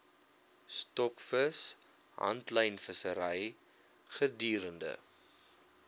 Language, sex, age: Afrikaans, male, 21